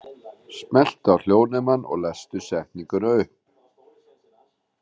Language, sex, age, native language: Icelandic, male, 40-49, Icelandic